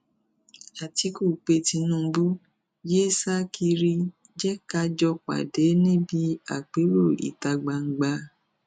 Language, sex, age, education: Yoruba, female, 46-60, tertiary